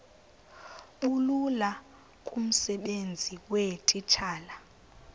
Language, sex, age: Xhosa, female, 20